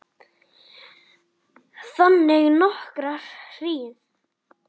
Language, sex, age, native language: Icelandic, male, 10, Icelandic